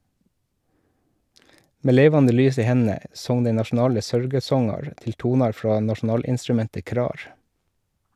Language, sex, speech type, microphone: Norwegian, male, read, Shure